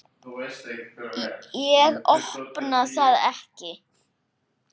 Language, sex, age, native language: Icelandic, male, 8, Icelandic